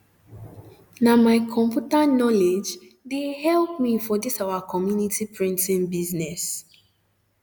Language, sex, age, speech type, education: Nigerian Pidgin, female, 15-29, spontaneous, tertiary